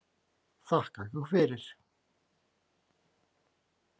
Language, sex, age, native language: Icelandic, male, 40-49, Icelandic